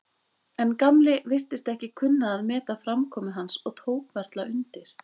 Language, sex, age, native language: Icelandic, female, 20-29, Icelandic